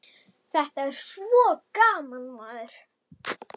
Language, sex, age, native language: Icelandic, female, 10, Icelandic